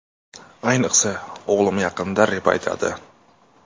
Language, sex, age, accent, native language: Uzbek, male, 19-29, Toshkent shahri, Uzbek